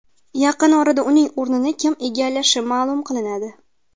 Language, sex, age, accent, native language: Uzbek, female, 19-29, Qashqadaryo, Uzbek